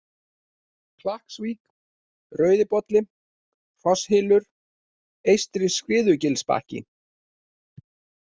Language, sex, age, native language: Icelandic, male, 40-49, Icelandic